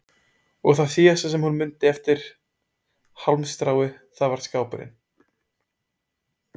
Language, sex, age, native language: Icelandic, male, 20-29, Icelandic